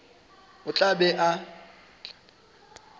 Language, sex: Northern Sotho, male